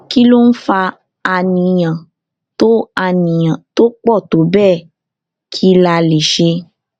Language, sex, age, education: Yoruba, female, 15-29, tertiary